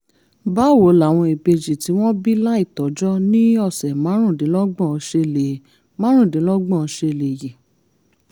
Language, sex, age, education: Yoruba, female, 30-45, tertiary